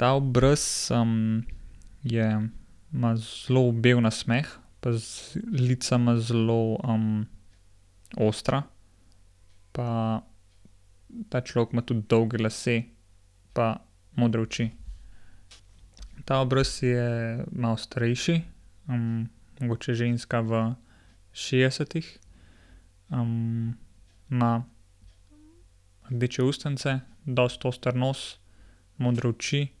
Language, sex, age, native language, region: Slovenian, male, 18-29, Slovenian, Gorenjska region